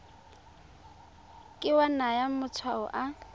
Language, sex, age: Tswana, female, 23